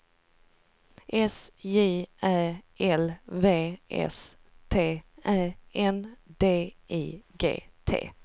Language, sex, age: Swedish, female, 38